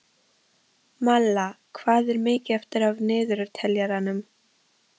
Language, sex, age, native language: Icelandic, female, 13, Icelandic